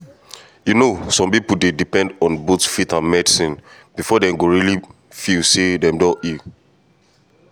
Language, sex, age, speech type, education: Nigerian Pidgin, male, 15-29, spontaneous, tertiary